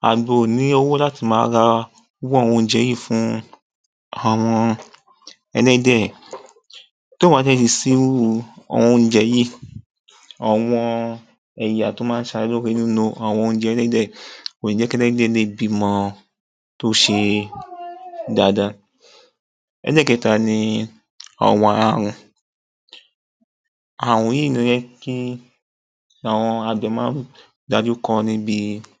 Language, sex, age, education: Yoruba, male, 15-29, tertiary